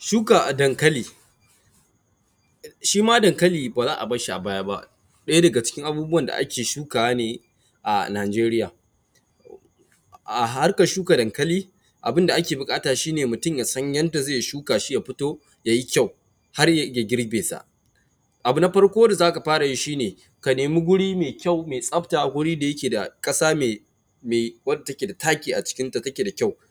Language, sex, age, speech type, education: Hausa, male, 15-29, spontaneous, primary